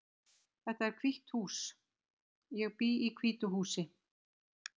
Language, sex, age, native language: Icelandic, female, 60-69, Icelandic